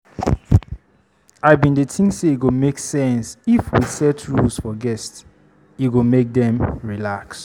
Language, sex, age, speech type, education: Nigerian Pidgin, female, 30-45, spontaneous, tertiary